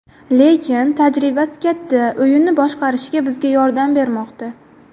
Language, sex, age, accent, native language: Uzbek, female, 19-29, Buxoro, Uzbek